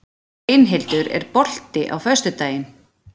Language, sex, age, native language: Icelandic, female, 40-49, Icelandic